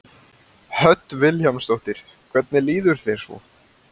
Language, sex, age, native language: Icelandic, male, 20-29, Icelandic